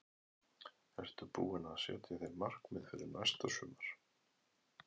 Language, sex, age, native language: Icelandic, male, 11, Icelandic